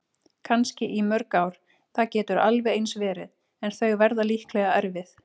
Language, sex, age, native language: Icelandic, female, 30-39, Icelandic